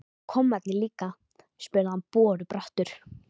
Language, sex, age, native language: Icelandic, female, 13, Icelandic